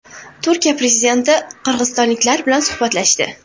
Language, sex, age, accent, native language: Uzbek, female, 18-24, Buxoro, Uzbek